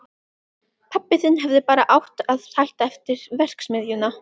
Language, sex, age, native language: Icelandic, female, 12, Icelandic